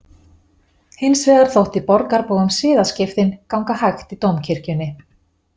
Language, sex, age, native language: Icelandic, female, 40-49, Icelandic